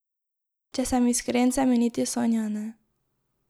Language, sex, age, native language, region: Slovenian, female, 18-29, Slovenian, Drava region